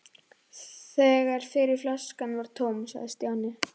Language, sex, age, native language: Icelandic, female, 11, Icelandic